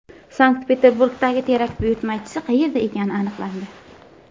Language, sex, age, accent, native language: Uzbek, female, 19-29, Qashqadaryo, Uzbek